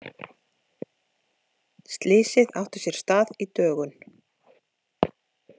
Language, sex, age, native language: Icelandic, female, 40-49, Icelandic